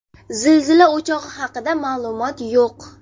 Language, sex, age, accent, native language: Uzbek, female, 19-29, Jizzax, Uzbek